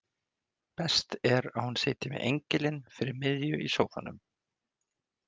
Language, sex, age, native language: Icelandic, male, 20-29, Icelandic